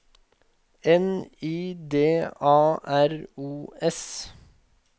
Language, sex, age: Norwegian, male, 21